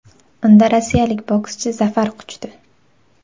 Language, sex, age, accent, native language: Uzbek, female, 19-29, Navoiy, Uzbek